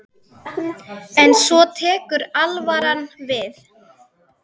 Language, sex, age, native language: Icelandic, female, 10, Icelandic